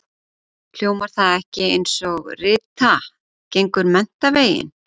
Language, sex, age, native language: Icelandic, female, 40-49, Icelandic